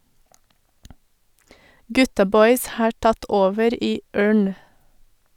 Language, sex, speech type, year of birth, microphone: Norwegian, female, read, 1984, Sennheiser